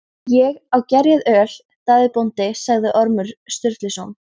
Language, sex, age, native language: Icelandic, female, 14, Icelandic